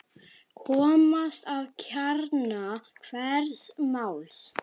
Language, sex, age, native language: Icelandic, male, 9, Icelandic